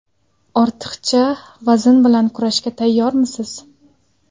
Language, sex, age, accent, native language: Uzbek, female, 19-29, Sirdaryo, Uzbek